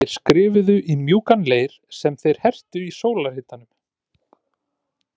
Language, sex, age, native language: Icelandic, male, 30-39, Icelandic